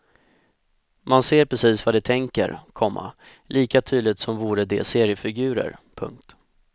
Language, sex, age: Swedish, male, 25